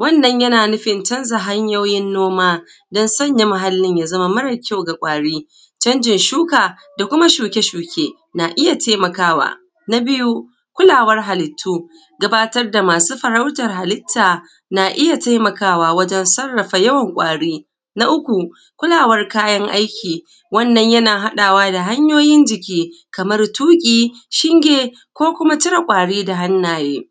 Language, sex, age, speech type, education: Hausa, female, 30-45, spontaneous, secondary